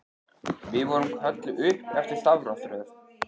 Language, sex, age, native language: Icelandic, male, 13, Icelandic